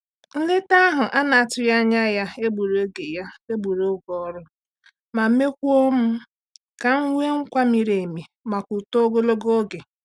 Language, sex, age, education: Igbo, female, 30-45, tertiary